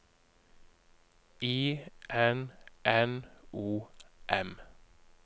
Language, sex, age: Norwegian, male, 30